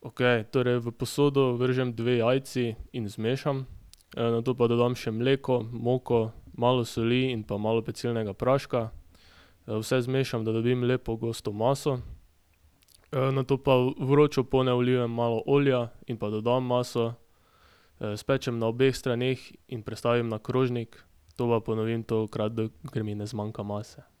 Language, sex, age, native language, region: Slovenian, male, 18-29, Slovenian, Drava region